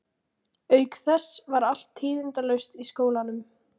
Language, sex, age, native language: Icelandic, female, 18-19, Icelandic